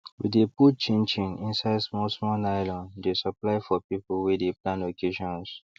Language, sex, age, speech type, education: Nigerian Pidgin, male, 30-45, spontaneous, tertiary